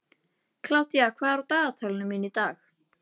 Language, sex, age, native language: Icelandic, female, 11, Icelandic